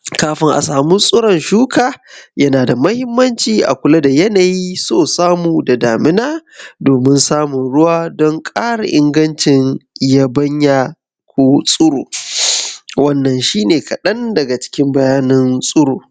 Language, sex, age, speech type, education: Hausa, male, 15-29, spontaneous, secondary